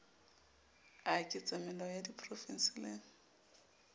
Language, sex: Southern Sotho, female